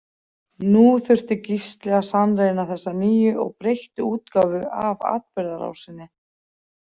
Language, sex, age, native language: Icelandic, female, 40-49, Icelandic